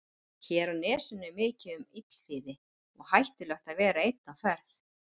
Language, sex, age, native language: Icelandic, female, 40-49, Icelandic